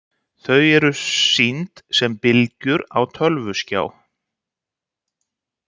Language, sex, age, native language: Icelandic, male, 60-69, Icelandic